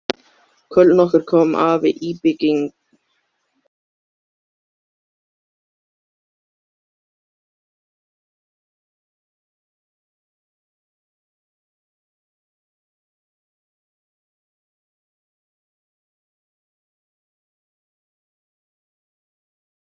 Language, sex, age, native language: Icelandic, male, 13, Icelandic